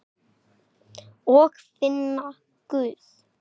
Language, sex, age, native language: Icelandic, male, 8, Icelandic